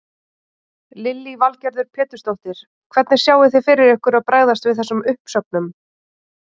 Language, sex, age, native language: Icelandic, female, 30-39, Icelandic